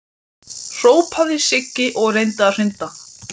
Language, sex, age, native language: Icelandic, male, 12, Icelandic